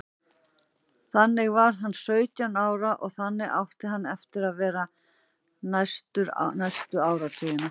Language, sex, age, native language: Icelandic, female, 40-49, Icelandic